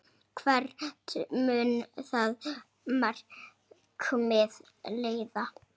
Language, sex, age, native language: Icelandic, male, 6, Icelandic